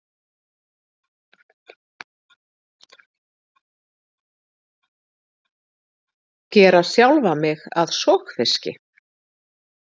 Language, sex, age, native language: Icelandic, female, 50-59, Icelandic